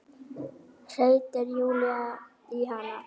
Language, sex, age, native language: Icelandic, female, 9, Icelandic